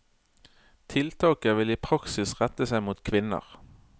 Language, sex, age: Norwegian, male, 31